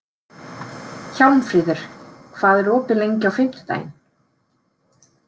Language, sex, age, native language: Icelandic, female, 30-39, Icelandic